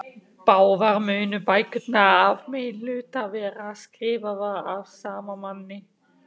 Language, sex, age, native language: Icelandic, male, 18-19, German